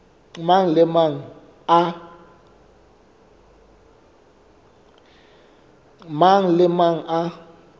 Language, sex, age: Southern Sotho, male, 24